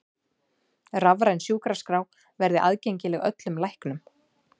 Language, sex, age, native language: Icelandic, female, 40-49, Icelandic